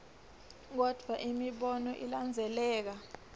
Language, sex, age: Swati, female, 24